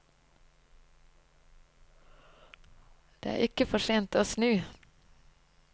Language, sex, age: Norwegian, female, 25